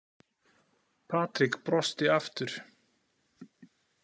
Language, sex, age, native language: Icelandic, male, 40-49, Icelandic